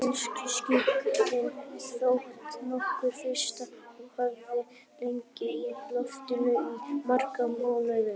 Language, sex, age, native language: Icelandic, female, 18-19, Icelandic